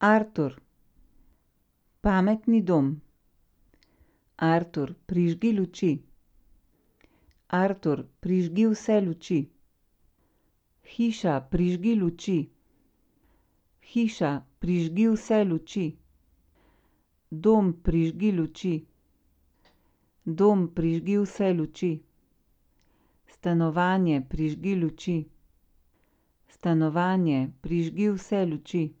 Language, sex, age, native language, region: Slovenian, female, 50-59, Slovenian, Central Slovenia